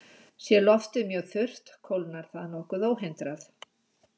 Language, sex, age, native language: Icelandic, female, 60-69, Icelandic